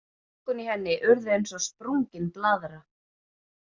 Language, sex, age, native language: Icelandic, female, 30-39, Icelandic